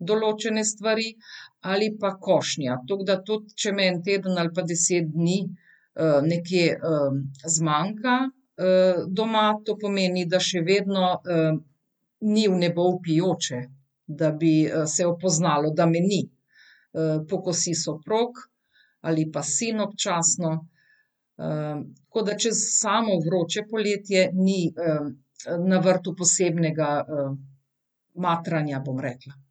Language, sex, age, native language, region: Slovenian, female, 50-59, Slovenian, Central Slovenia